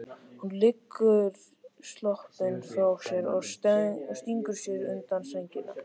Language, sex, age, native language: Icelandic, male, 13, Icelandic